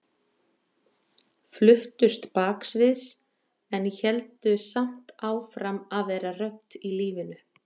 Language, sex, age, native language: Icelandic, female, 40-49, Icelandic